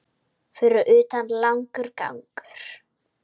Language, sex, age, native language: Icelandic, female, 9, Icelandic